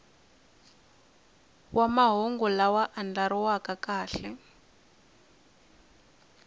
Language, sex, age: Tsonga, female, 20